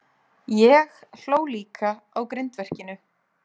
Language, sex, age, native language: Icelandic, female, 30-39, Icelandic